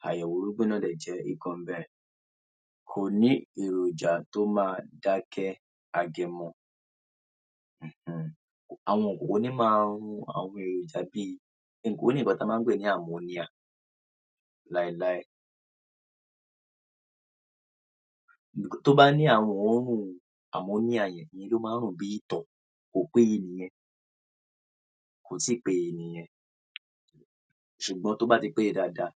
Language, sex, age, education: Yoruba, male, 15-29, tertiary